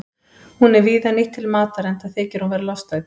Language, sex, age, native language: Icelandic, female, 50-59, Icelandic